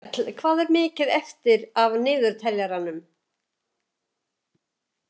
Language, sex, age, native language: Icelandic, female, 70-79, Icelandic